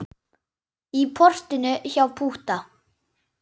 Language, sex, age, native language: Icelandic, male, 9, Icelandic